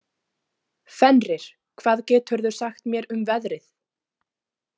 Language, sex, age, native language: Icelandic, female, 30-39, Icelandic